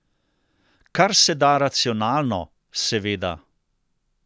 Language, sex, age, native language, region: Slovenian, male, 60+, Slovenian, Central Slovenia